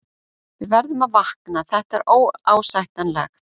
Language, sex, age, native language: Icelandic, female, 40-49, Icelandic